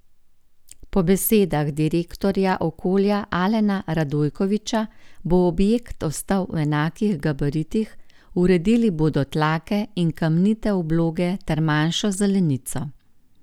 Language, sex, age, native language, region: Slovenian, female, 50-59, Slovenian, Gorenjska region